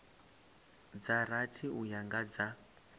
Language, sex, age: Venda, male, 25